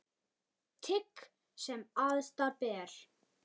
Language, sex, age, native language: Icelandic, male, 9, Icelandic